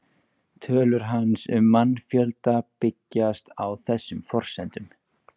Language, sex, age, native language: Icelandic, male, 20-29, Icelandic